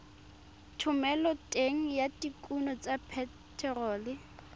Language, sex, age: Tswana, female, 23